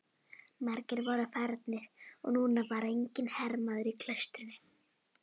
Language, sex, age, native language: Icelandic, female, 11, Icelandic